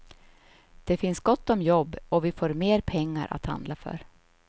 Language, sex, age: Swedish, female, 53